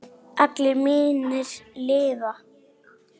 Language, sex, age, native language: Icelandic, female, 7, Icelandic